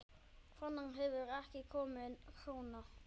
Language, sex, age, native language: Icelandic, male, 10, Icelandic